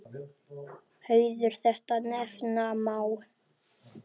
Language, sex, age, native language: Icelandic, female, 8, Icelandic